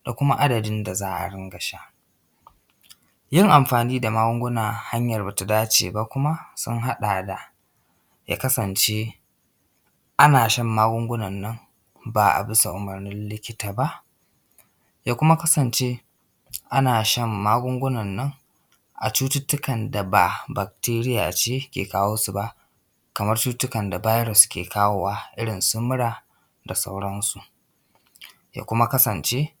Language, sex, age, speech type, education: Hausa, male, 15-29, spontaneous, secondary